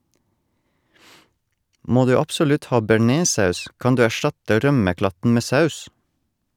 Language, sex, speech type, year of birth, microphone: Norwegian, male, read, 1984, Shure